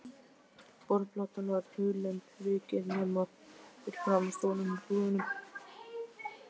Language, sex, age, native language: Icelandic, male, 12, Icelandic